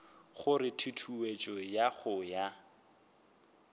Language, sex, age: Northern Sotho, male, 21